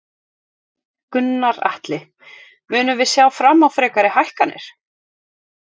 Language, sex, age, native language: Icelandic, female, 30-39, Icelandic